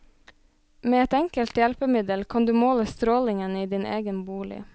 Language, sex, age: Norwegian, female, 26